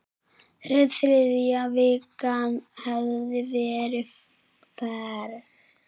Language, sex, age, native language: Icelandic, male, 7, Icelandic